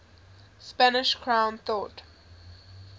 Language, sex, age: English, female, 20